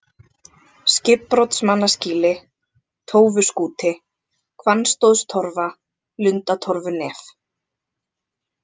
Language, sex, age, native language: Icelandic, other, 20-29, Icelandic